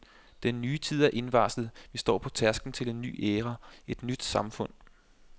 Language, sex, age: Danish, male, 25